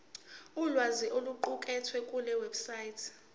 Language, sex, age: Zulu, female, 18